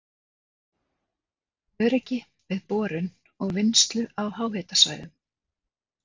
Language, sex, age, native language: Icelandic, female, 30-39, Icelandic